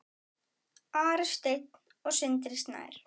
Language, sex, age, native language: Icelandic, male, 9, Icelandic